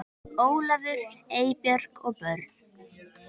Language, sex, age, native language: Icelandic, female, 10, Icelandic